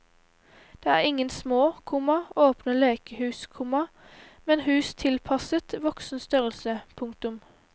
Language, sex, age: Norwegian, female, 18